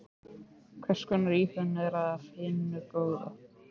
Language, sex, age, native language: Icelandic, male, 15, Icelandic